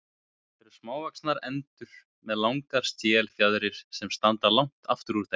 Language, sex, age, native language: Icelandic, male, 20-29, Icelandic